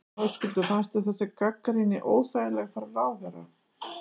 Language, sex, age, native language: Icelandic, female, 60-69, Icelandic